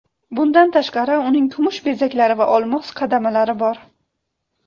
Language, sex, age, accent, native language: Uzbek, female, 18-24, Andijon, Uzbek